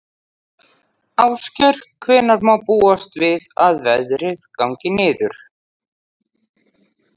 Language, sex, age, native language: Icelandic, female, 40-49, Icelandic